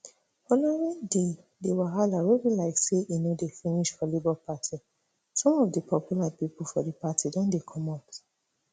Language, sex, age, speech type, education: Nigerian Pidgin, female, 30-45, spontaneous, tertiary